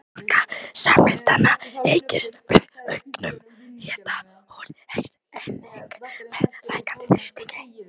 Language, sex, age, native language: Icelandic, female, 18-19, Icelandic